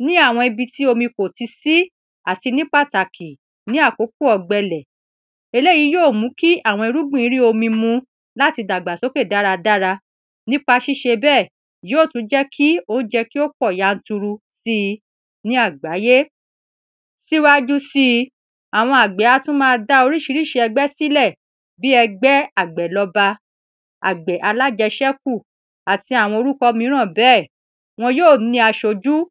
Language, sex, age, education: Yoruba, female, 30-45, secondary